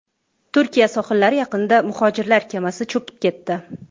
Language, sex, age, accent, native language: Uzbek, female, 25-34, Toshkent shahri, Uzbek